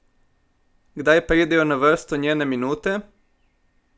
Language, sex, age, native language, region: Slovenian, male, 18-29, Slovenian, Primorsko-notranjska region